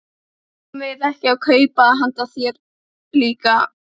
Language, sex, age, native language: Icelandic, female, 15, Icelandic